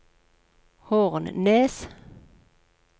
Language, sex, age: Norwegian, female, 46